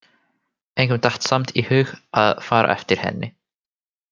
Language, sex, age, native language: Icelandic, male, 18-19, Finnish